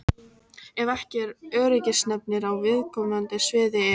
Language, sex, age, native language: Icelandic, female, 18-19, Icelandic